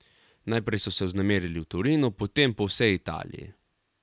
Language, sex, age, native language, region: Slovenian, male, 18-29, Slovenian, Carinthia region